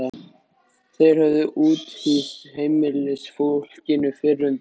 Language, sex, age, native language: Icelandic, male, 13, Icelandic